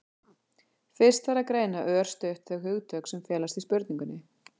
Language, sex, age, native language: Icelandic, female, 40-49, Icelandic